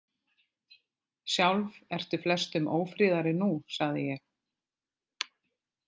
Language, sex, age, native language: Icelandic, female, 50-59, Icelandic